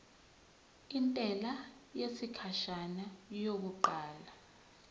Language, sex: Zulu, female